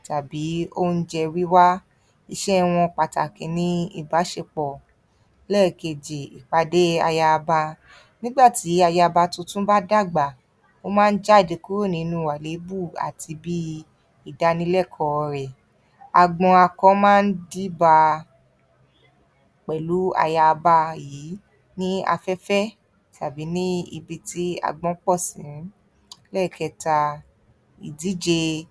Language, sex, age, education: Yoruba, female, 30-45, tertiary